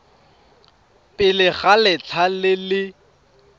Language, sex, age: Tswana, male, 31